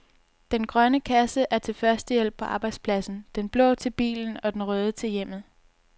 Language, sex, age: Danish, female, 22